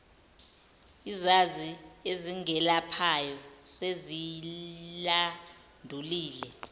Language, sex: Zulu, female